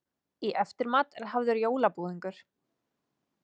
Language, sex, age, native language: Icelandic, female, 30-39, Icelandic